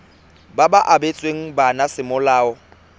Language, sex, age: Tswana, male, 24